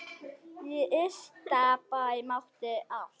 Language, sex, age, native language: Icelandic, female, 9, Icelandic